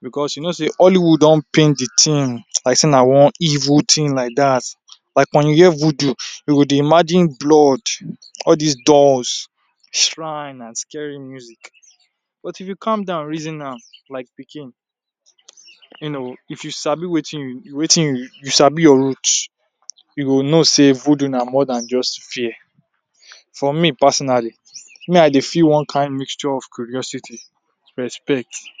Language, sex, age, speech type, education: Nigerian Pidgin, male, 46-60, spontaneous, tertiary